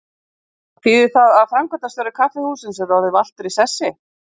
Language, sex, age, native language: Icelandic, female, 50-59, Icelandic